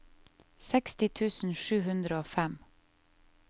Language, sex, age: Norwegian, female, 30